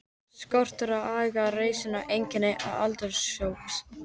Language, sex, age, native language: Icelandic, male, 13, Icelandic